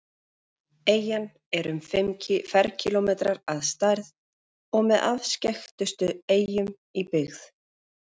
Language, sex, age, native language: Icelandic, female, 40-49, Icelandic